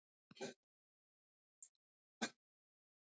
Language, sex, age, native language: Icelandic, female, 70-79, Icelandic